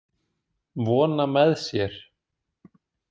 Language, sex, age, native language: Icelandic, male, 20-29, Icelandic